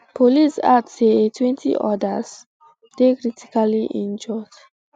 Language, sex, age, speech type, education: Nigerian Pidgin, female, 15-29, spontaneous, secondary